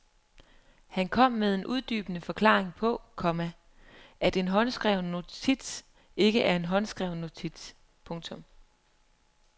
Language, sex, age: Danish, female, 23